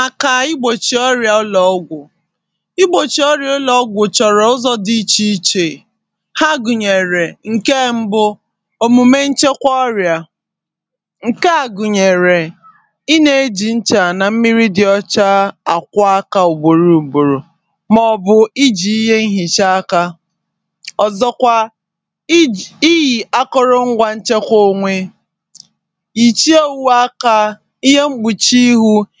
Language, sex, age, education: Igbo, female, 30-45, tertiary